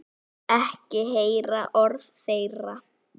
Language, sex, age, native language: Icelandic, female, 9, Icelandic